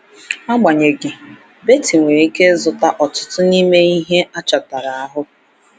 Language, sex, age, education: Igbo, female, 15-29, tertiary